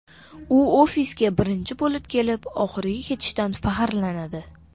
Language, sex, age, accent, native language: Uzbek, male, under 19, Farg'ona, Uzbek